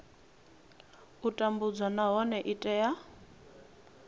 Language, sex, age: Venda, female, 26